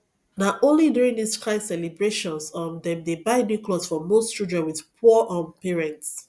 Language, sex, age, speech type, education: Nigerian Pidgin, female, 30-45, spontaneous, tertiary